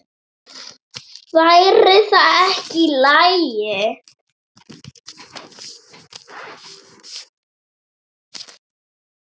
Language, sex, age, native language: Icelandic, female, 7, Icelandic